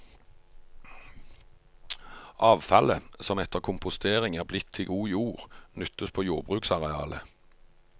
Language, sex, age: Norwegian, male, 45